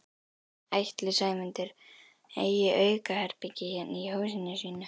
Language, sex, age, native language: Icelandic, other, 11, Icelandic